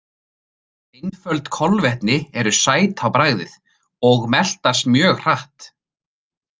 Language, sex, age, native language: Icelandic, male, 30-39, Icelandic